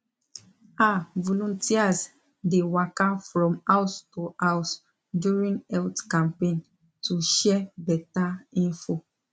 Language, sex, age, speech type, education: Nigerian Pidgin, female, 15-29, spontaneous, tertiary